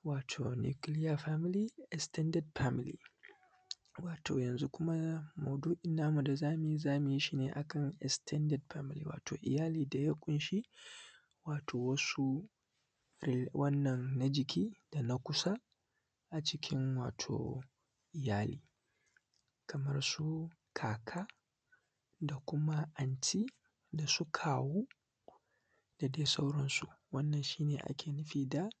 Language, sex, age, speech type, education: Hausa, male, 15-29, spontaneous, secondary